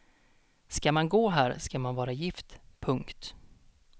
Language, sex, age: Swedish, male, 32